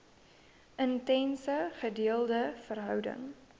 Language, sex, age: Afrikaans, female, 19